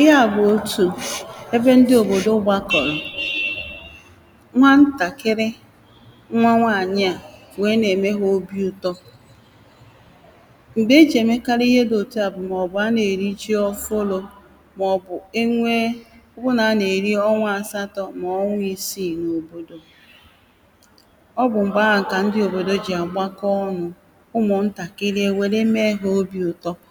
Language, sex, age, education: Igbo, female, 30-45, primary